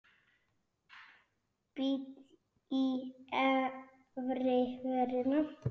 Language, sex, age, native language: Icelandic, female, 9, Icelandic